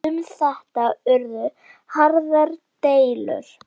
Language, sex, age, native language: Icelandic, female, 10, Icelandic